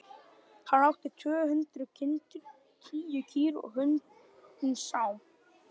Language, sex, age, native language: Icelandic, male, 12, Icelandic